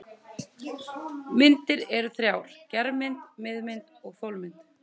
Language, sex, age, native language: Icelandic, female, 30-39, Icelandic